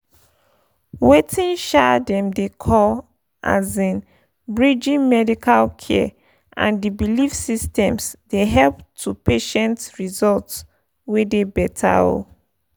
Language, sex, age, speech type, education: Nigerian Pidgin, female, 15-29, spontaneous, tertiary